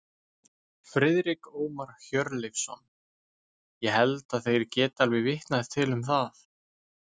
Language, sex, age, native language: Icelandic, male, 20-29, Icelandic